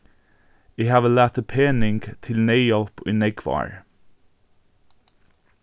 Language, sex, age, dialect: Faroese, male, 15-35, Norðurstreymoy/Eysturoy